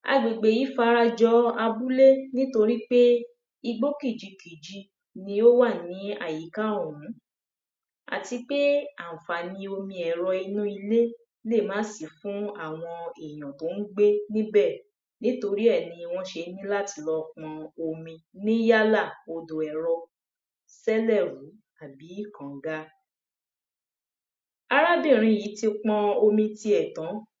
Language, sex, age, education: Yoruba, female, 30-45, primary